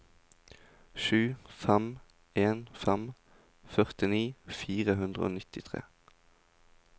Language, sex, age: Norwegian, male, 20